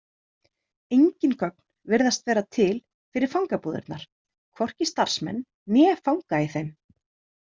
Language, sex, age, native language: Icelandic, female, 30-39, Icelandic